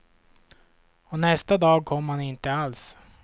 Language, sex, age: Swedish, male, 26